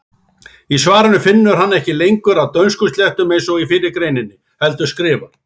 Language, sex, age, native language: Icelandic, male, 40-49, Icelandic